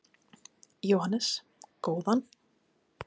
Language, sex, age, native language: Icelandic, female, 30-39, Icelandic